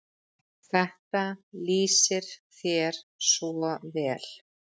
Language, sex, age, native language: Icelandic, female, 30-39, Icelandic